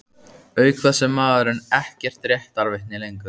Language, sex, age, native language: Icelandic, male, 15, Icelandic